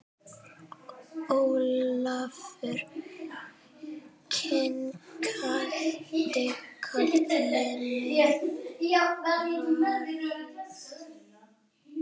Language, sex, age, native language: Icelandic, female, 9, Icelandic